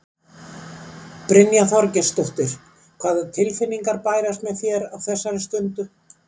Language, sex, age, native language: Icelandic, female, 70-79, Icelandic